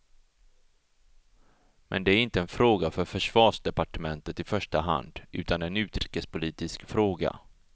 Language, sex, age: Swedish, male, 34